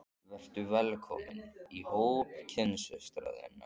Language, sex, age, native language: Icelandic, male, 14, Icelandic